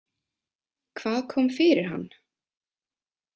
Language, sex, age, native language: Icelandic, female, 20-29, Icelandic